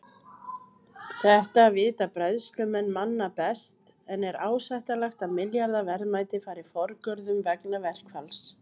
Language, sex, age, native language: Icelandic, female, 30-39, Icelandic